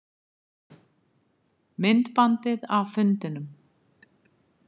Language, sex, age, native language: Icelandic, female, 50-59, Icelandic